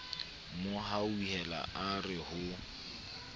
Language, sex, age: Southern Sotho, male, 29